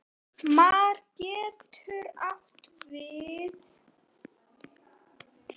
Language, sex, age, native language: Icelandic, female, 9, Icelandic